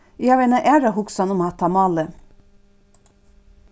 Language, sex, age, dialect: Faroese, female, 36-60, Suðurstreymoy